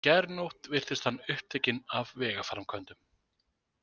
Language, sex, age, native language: Icelandic, male, 20-29, Icelandic